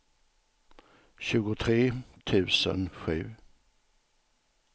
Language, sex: Swedish, male